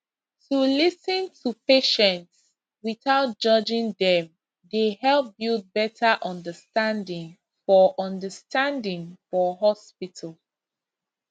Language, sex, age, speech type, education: Nigerian Pidgin, female, 15-29, spontaneous, tertiary